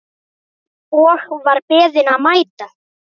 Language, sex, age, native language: Icelandic, female, 9, Icelandic